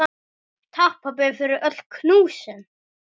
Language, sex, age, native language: Icelandic, male, 7, Icelandic